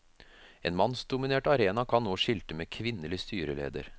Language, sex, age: Norwegian, male, 33